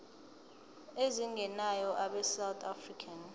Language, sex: Zulu, female